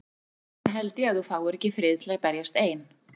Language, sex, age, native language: Icelandic, female, 40-49, Icelandic